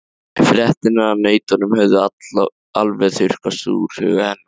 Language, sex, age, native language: Icelandic, male, 13, Icelandic